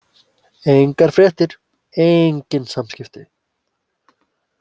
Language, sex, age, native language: Icelandic, male, 20-29, Icelandic